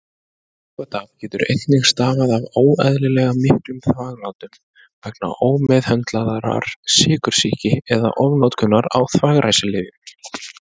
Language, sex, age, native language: Icelandic, male, 20-29, Icelandic